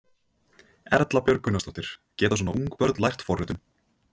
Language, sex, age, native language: Icelandic, male, 20-29, Icelandic